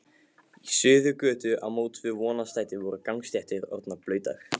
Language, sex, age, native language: Icelandic, male, 15, Icelandic